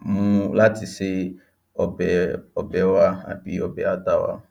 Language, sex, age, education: Yoruba, male, 15-29, tertiary